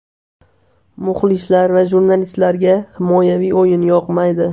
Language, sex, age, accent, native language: Uzbek, male, 18-24, Namangan, Uzbek